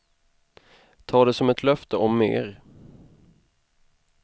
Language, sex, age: Swedish, male, 25